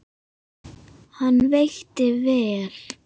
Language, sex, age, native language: Icelandic, female, 7, Icelandic